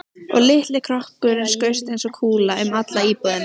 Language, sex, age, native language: Icelandic, female, 15, Icelandic